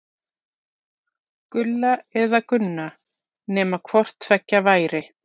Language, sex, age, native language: Icelandic, female, 40-49, Icelandic